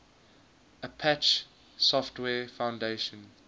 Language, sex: English, male